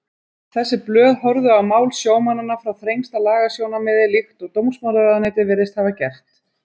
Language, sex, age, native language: Icelandic, female, 30-39, Icelandic